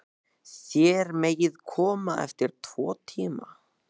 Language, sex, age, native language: Icelandic, male, 14, Icelandic